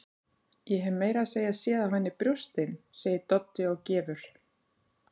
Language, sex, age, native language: Icelandic, female, 40-49, Icelandic